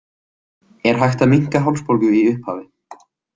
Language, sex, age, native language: Icelandic, male, 18-19, Icelandic